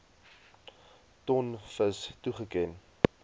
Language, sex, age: Afrikaans, male, 20